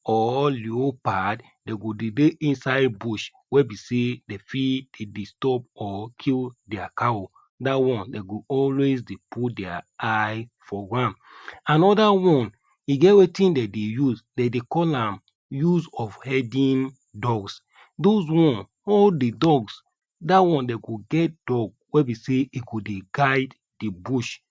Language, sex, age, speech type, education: Nigerian Pidgin, male, 30-45, spontaneous, tertiary